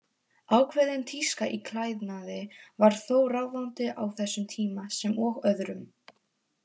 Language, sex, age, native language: Icelandic, female, 18-19, Polish